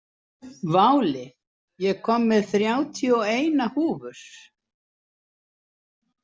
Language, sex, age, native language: Icelandic, female, 70-79, Icelandic